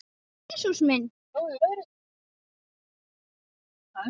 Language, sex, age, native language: Icelandic, female, 7, Icelandic